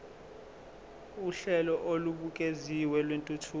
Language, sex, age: Zulu, male, 23